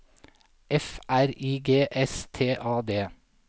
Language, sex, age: Norwegian, male, 47